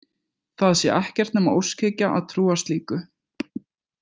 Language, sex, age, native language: Icelandic, male, 20-29, Icelandic